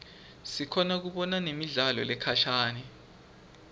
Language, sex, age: Swati, male, 20